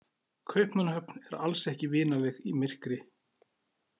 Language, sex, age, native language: Icelandic, male, 40-49, Icelandic